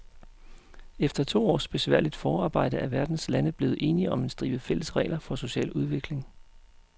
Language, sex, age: Danish, male, 35